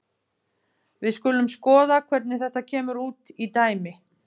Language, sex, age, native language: Icelandic, female, 50-59, Icelandic